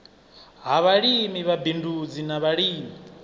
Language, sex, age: Venda, male, 25